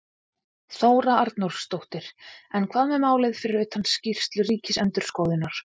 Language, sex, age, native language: Icelandic, female, 20-29, Icelandic